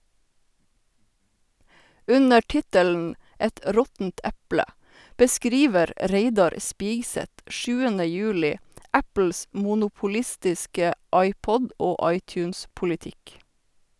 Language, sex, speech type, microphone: Norwegian, female, read, Sennheiser